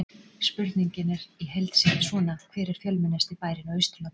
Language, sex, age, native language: Icelandic, female, 40-49, Icelandic